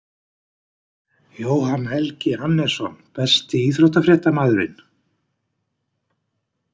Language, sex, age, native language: Icelandic, male, 60-69, Icelandic